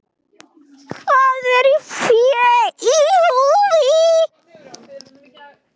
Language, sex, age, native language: Icelandic, male, 10, Icelandic